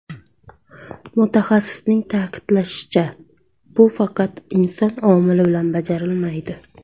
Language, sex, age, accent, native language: Uzbek, female, 19-29, Surxondaryo, Uzbek